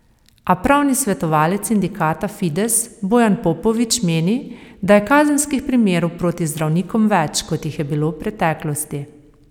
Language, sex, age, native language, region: Slovenian, female, 30-49, Slovenian, Savinja region